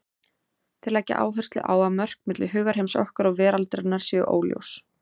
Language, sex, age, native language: Icelandic, female, 30-39, Icelandic